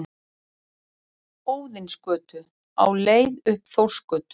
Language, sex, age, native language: Icelandic, female, 40-49, Icelandic